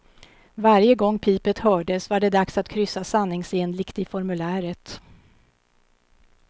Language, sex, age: Swedish, female, 52